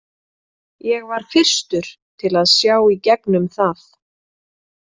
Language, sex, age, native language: Icelandic, female, 30-39, Icelandic